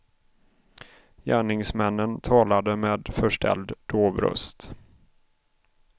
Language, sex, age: Swedish, male, 31